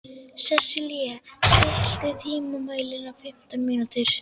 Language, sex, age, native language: Icelandic, female, 11, Icelandic